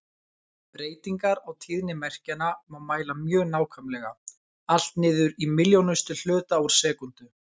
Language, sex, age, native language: Icelandic, male, 20-29, Icelandic